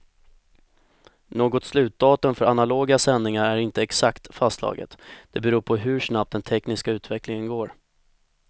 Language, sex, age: Swedish, male, 25